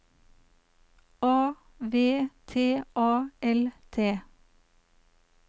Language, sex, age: Norwegian, female, 54